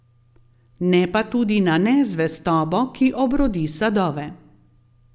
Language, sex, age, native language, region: Slovenian, female, 50-59, Slovenian, Gorenjska region